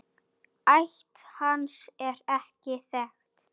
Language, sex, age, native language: Icelandic, male, 9, Icelandic